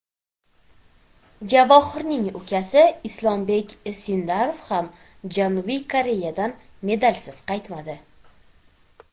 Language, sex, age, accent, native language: Uzbek, female, 18-24, Toshkent shahri, Uzbek